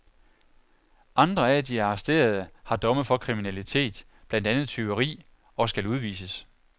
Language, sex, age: Danish, male, 41